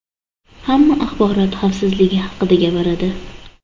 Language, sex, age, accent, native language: Uzbek, female, under 19, Toshkent shahri, Uzbek